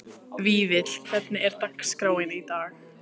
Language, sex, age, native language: Icelandic, female, 15, Icelandic